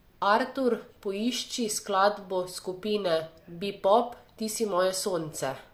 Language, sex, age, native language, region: Slovenian, female, 18-29, Slovenian, Savinja region